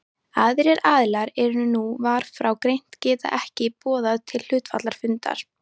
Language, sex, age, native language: Icelandic, female, 18-19, Icelandic